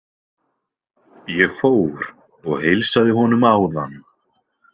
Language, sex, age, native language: Icelandic, male, 20-29, Icelandic